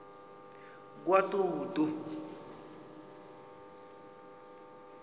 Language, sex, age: South Ndebele, male, 20